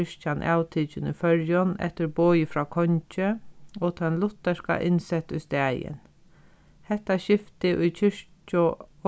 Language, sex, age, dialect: Faroese, female, 36-60, Sandoy